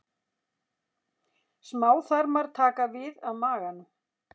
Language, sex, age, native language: Icelandic, female, 60-69, Icelandic